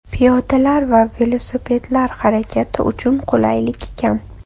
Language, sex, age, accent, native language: Uzbek, female, 25-34, Toshkent shahri, Uzbek